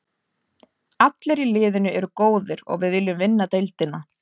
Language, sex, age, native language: Icelandic, female, 30-39, Icelandic